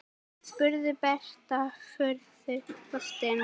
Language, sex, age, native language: Icelandic, female, 10, Icelandic